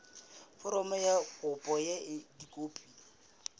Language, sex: Southern Sotho, female